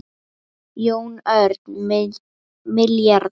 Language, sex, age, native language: Icelandic, female, 11, Icelandic